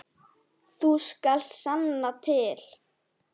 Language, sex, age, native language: Icelandic, female, 7, Icelandic